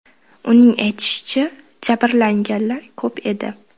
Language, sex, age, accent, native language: Uzbek, female, 19-29, Qashqadaryo, Uzbek